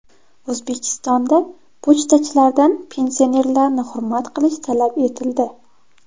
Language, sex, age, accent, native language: Uzbek, female, 12-17, Toshkent viloyati, Uzbek